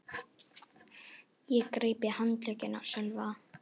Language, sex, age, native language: Icelandic, female, 11, Icelandic